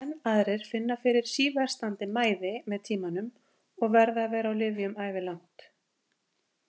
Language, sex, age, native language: Icelandic, female, 50-59, Icelandic